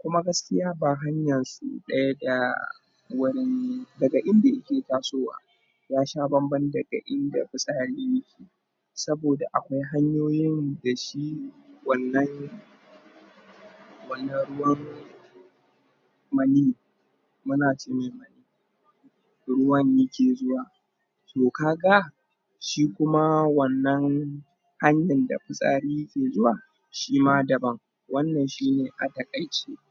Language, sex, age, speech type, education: Hausa, male, 30-45, spontaneous, tertiary